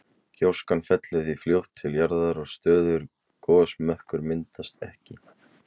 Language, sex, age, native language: Icelandic, male, 20-29, Icelandic